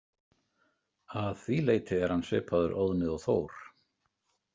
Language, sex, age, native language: Icelandic, male, 50-59, Icelandic